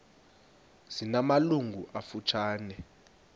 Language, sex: Xhosa, male